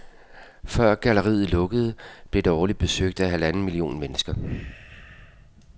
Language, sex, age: Danish, male, 52